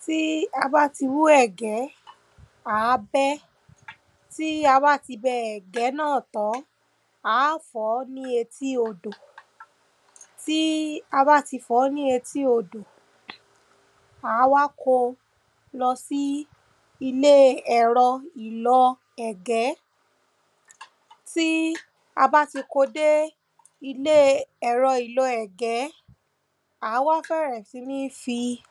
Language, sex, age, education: Yoruba, female, 15-29, primary